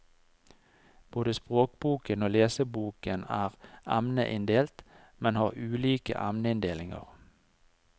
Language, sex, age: Norwegian, male, 49